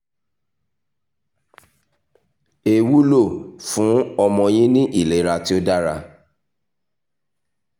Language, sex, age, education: Yoruba, male, 30-45, tertiary